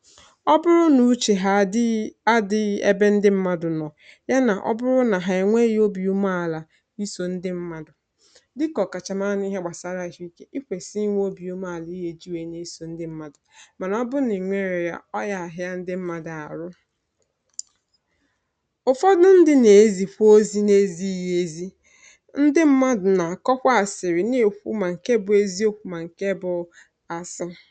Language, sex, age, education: Igbo, female, 15-29, tertiary